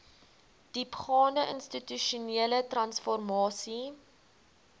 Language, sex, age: Afrikaans, female, 20